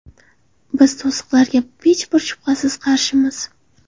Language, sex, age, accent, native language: Uzbek, female, 18-24, Xorazm, Uzbek